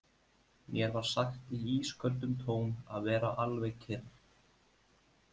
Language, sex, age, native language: Icelandic, male, 30-39, Icelandic